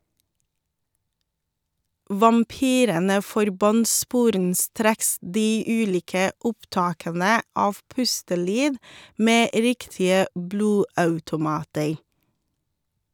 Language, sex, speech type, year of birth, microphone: Norwegian, female, read, 1982, Shure